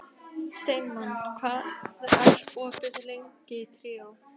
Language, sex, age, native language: Icelandic, female, 12, Icelandic